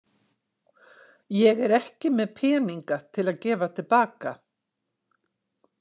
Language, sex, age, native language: Icelandic, female, 60-69, Icelandic